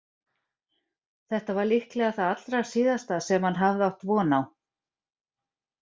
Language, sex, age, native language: Icelandic, female, 40-49, Icelandic